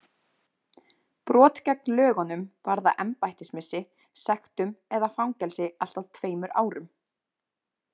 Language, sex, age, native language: Icelandic, female, 20-29, Icelandic